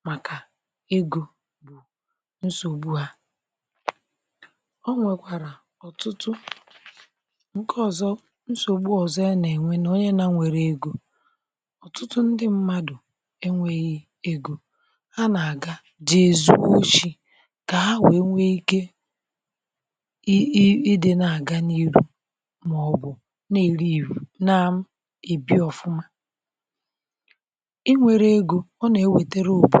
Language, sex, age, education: Igbo, female, 60+, tertiary